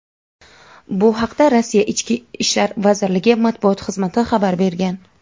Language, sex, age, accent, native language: Uzbek, female, 19-29, Toshkent viloyati, Uzbek